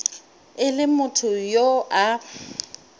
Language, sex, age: Northern Sotho, female, 30